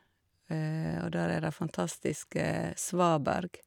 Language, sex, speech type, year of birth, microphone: Norwegian, female, spontaneous, 1956, Shure